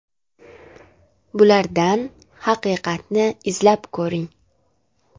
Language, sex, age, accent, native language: Uzbek, female, 18-24, Andijon, Uzbek